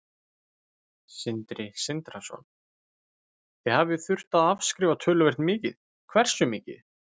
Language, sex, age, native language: Icelandic, male, 20-29, Icelandic